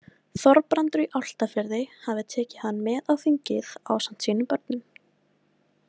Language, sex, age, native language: Icelandic, female, 18-19, Icelandic